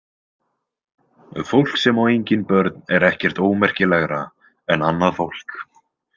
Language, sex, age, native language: Icelandic, male, 20-29, Icelandic